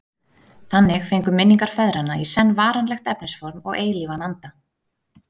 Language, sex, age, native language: Icelandic, female, 30-39, Icelandic